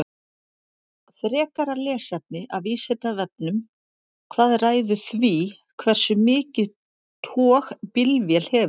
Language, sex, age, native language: Icelandic, female, 40-49, Icelandic